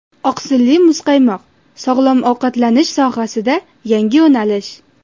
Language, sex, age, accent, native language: Uzbek, female, under 19, Jizzax, Uzbek